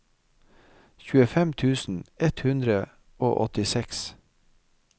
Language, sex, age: Norwegian, male, 55